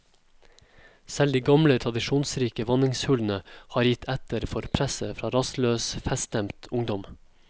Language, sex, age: Norwegian, male, 27